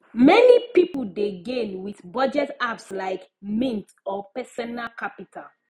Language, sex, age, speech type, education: Nigerian Pidgin, female, 15-29, spontaneous, tertiary